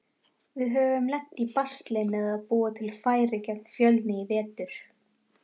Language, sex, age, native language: Icelandic, female, 18-19, Icelandic